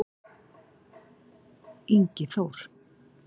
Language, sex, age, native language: Icelandic, female, 40-49, Icelandic